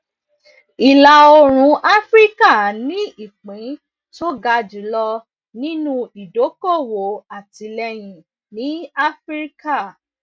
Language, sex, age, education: Yoruba, female, 15-29, tertiary